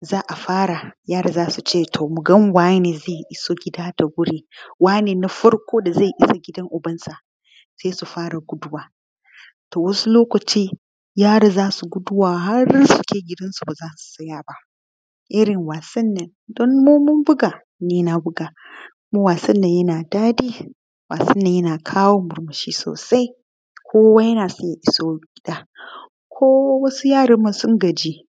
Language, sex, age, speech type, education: Hausa, female, 15-29, spontaneous, tertiary